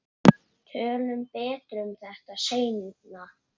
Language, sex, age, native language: Icelandic, male, 8, Icelandic